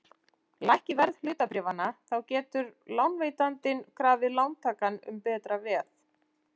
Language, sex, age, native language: Icelandic, female, 40-49, Icelandic